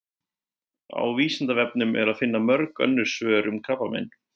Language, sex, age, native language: Icelandic, male, 20-29, Icelandic